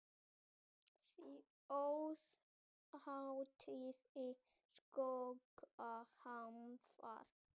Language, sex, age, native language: Icelandic, female, 30-39, Icelandic